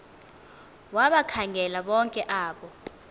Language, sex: Xhosa, female